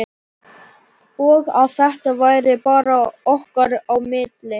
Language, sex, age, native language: Icelandic, male, 11, Icelandic